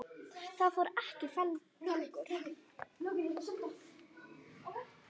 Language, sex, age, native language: Icelandic, female, 9, Icelandic